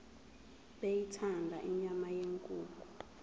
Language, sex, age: Zulu, female, 23